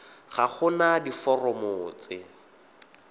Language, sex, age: Tswana, male, 22